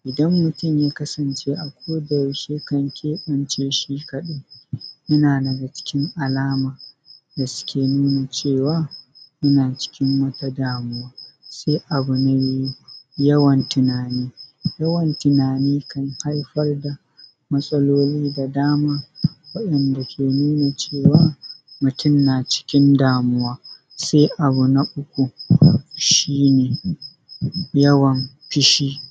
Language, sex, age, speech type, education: Hausa, male, 30-45, spontaneous, secondary